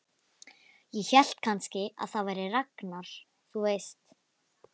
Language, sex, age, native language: Icelandic, female, 11, Icelandic